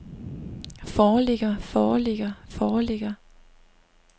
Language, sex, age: Danish, female, 25